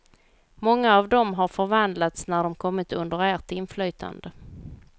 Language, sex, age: Swedish, female, 38